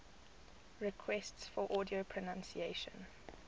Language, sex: English, female